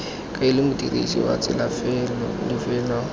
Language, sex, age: Tswana, male, 18